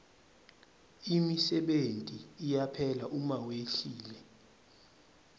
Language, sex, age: Swati, male, 23